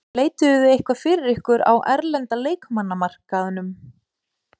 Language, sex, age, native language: Icelandic, female, 40-49, Icelandic